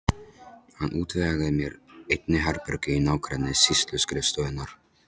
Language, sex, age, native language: Icelandic, male, 13, Polish